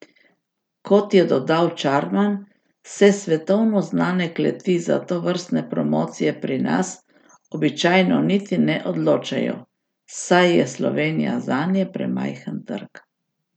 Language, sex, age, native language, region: Slovenian, female, 60+, Slovenian, Gorica region